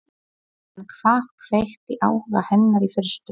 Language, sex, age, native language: Icelandic, female, 40-49, Polish